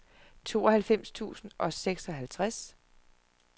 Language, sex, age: Danish, female, 41